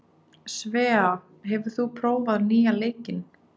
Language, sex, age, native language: Icelandic, female, 20-29, Icelandic